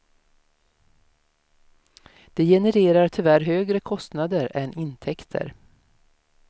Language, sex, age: Swedish, female, 56